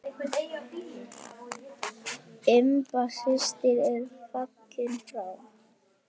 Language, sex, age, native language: Icelandic, female, 10, Icelandic